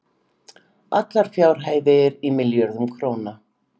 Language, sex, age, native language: Icelandic, female, 50-59, Icelandic